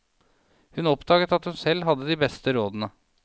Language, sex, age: Norwegian, male, 37